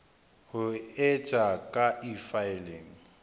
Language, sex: Southern Sotho, male